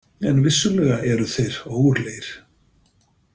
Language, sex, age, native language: Icelandic, male, 50-59, Icelandic